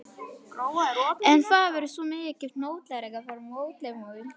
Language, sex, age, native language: Icelandic, female, 11, Polish